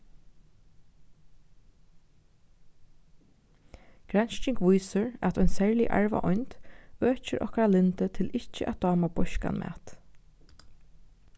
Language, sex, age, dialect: Faroese, female, 15-35, Norðurstreymoy/Eysturoy